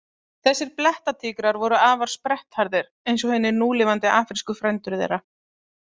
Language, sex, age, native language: Icelandic, female, 30-39, Icelandic